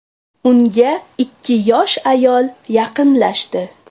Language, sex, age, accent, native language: Uzbek, female, 25-34, Toshkent shahri, Uzbek